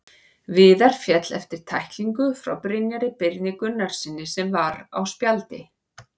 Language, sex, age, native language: Icelandic, female, 40-49, Icelandic